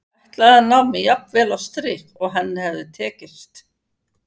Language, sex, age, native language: Icelandic, female, 50-59, Icelandic